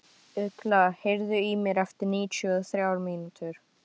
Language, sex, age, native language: Icelandic, female, 12, Icelandic